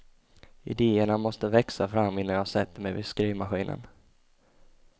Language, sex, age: Swedish, male, 20